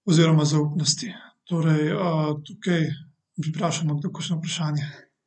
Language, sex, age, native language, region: Slovenian, male, 18-29, Slovenian, Central Slovenia